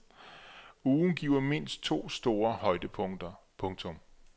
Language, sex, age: Danish, male, 34